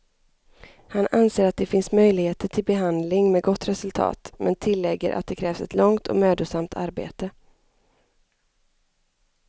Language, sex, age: Swedish, female, 25